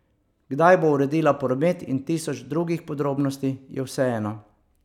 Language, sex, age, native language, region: Slovenian, male, 50-59, Slovenian, Savinja region